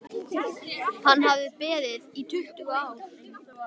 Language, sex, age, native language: Icelandic, male, 12, Icelandic